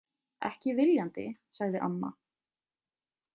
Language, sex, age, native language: Icelandic, female, 20-29, Icelandic